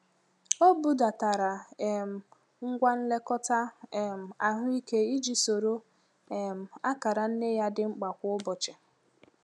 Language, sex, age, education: Igbo, female, 15-29, tertiary